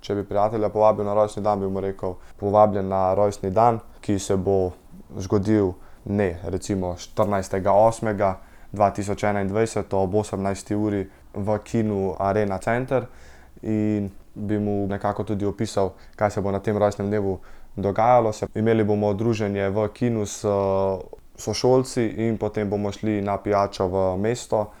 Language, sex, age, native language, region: Slovenian, male, 18-29, Slovenian, Central Slovenia